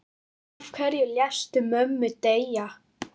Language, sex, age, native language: Icelandic, female, 9, Icelandic